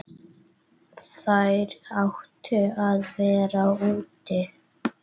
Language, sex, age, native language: Icelandic, female, 8, Icelandic